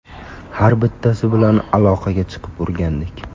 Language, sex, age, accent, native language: Uzbek, male, 18-24, Samarqand, Uzbek